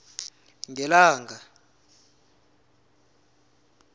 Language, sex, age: South Ndebele, male, 20